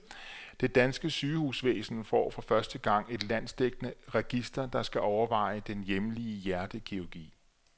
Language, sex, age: Danish, male, 34